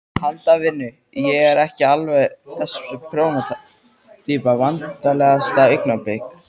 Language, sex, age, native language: Icelandic, male, 13, Icelandic